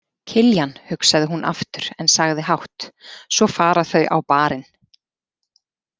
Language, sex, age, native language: Icelandic, female, 40-49, Icelandic